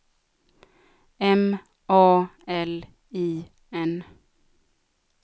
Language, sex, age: Swedish, female, 36